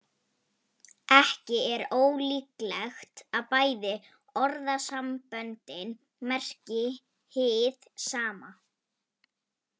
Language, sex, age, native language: Icelandic, female, 18-19, Polish